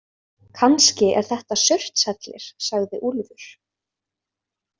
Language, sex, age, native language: Icelandic, female, 20-29, Icelandic